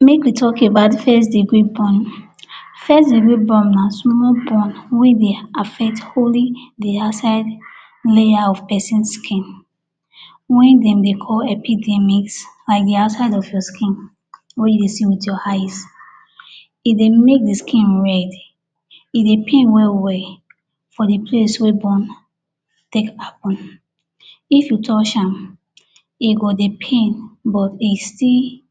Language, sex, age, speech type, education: Nigerian Pidgin, female, 46-60, spontaneous, tertiary